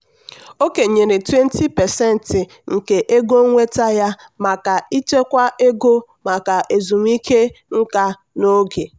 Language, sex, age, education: Igbo, female, 15-29, tertiary